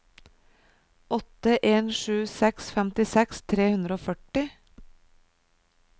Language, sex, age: Norwegian, female, 37